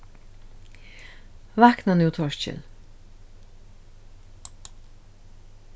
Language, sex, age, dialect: Faroese, female, 36-60, Suðurstreymoy